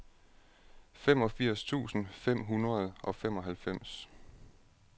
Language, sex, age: Danish, male, 36